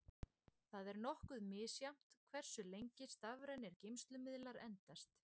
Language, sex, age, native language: Icelandic, female, 20-29, Icelandic